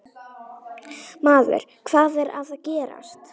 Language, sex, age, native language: Icelandic, female, 9, Icelandic